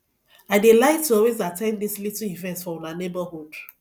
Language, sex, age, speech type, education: Nigerian Pidgin, female, 30-45, spontaneous, tertiary